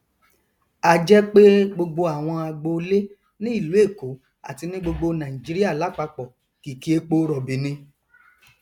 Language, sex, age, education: Yoruba, male, 30-45, tertiary